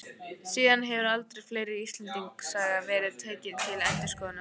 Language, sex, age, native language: Icelandic, female, 15, Icelandic